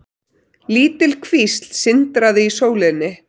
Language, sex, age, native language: Icelandic, female, 30-39, Icelandic